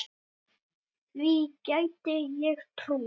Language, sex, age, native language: Icelandic, male, 8, Icelandic